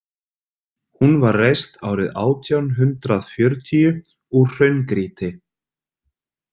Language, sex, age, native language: Icelandic, female, 30-39, Icelandic